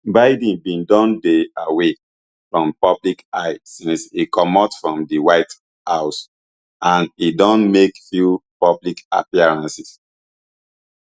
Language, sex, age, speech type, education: Nigerian Pidgin, male, 30-45, spontaneous, tertiary